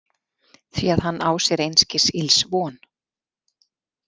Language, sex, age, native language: Icelandic, female, 40-49, Icelandic